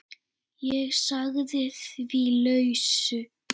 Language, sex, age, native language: Icelandic, female, 7, Icelandic